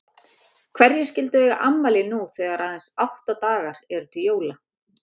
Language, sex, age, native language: Icelandic, female, 30-39, Icelandic